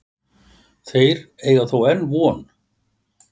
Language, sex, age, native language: Icelandic, male, 60-69, Icelandic